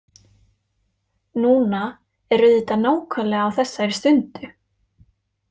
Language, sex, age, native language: Icelandic, female, 20-29, Icelandic